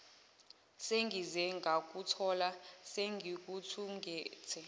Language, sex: Zulu, female